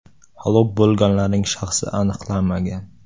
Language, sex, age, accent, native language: Uzbek, male, 18-24, Samarqand, Uzbek